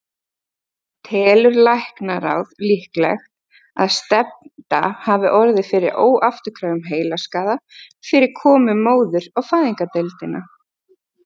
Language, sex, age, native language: Icelandic, female, 30-39, Icelandic